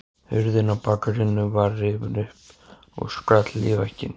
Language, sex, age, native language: Icelandic, male, 14, Icelandic